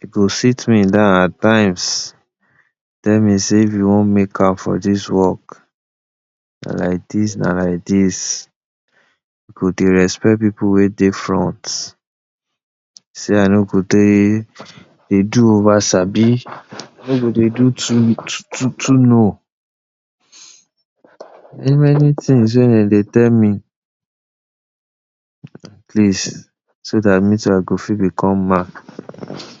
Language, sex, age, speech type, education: Nigerian Pidgin, male, 60+, spontaneous, tertiary